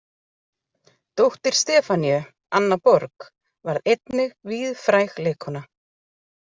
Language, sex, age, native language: Icelandic, female, 40-49, Icelandic